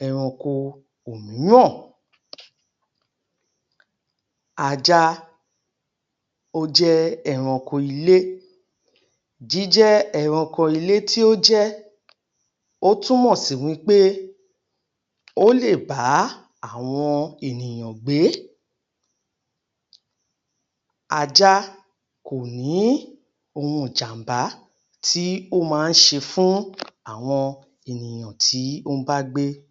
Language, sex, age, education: Yoruba, female, 30-45, tertiary